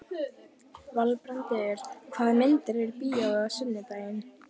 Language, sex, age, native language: Icelandic, female, 12, Icelandic